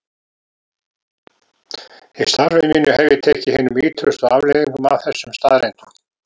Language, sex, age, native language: Icelandic, male, 70-79, Icelandic